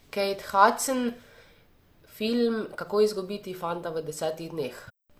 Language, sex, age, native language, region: Slovenian, female, 18-29, Slovenian, Savinja region